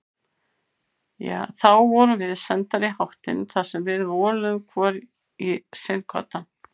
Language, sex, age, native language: Icelandic, female, 50-59, Icelandic